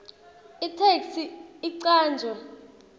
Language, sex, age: Swati, female, 20